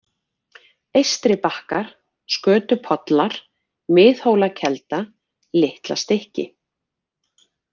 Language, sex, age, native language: Icelandic, female, 40-49, Icelandic